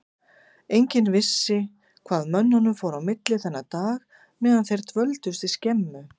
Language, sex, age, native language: Icelandic, female, 50-59, Icelandic